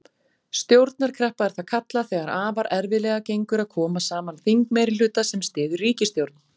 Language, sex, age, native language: Icelandic, female, 40-49, Icelandic